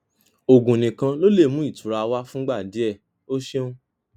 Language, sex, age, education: Yoruba, male, 15-29, tertiary